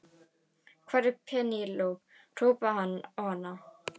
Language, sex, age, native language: Icelandic, female, 18-19, Icelandic